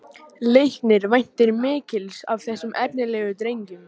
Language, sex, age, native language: Icelandic, male, 18-19, Icelandic